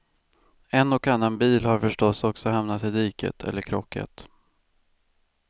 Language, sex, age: Swedish, male, 18